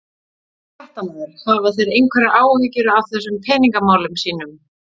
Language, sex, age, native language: Icelandic, female, 40-49, Icelandic